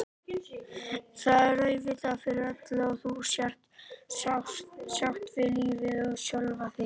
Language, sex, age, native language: Icelandic, male, 18-19, Icelandic